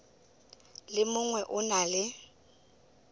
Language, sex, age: Tswana, female, 24